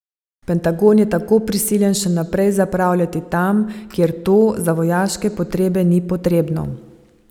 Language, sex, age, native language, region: Slovenian, female, 50-59, Slovenian, Savinja region